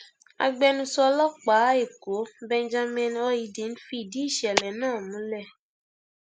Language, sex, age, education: Yoruba, female, 15-29, tertiary